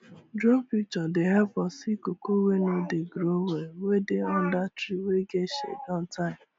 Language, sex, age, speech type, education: Nigerian Pidgin, female, 15-29, spontaneous, tertiary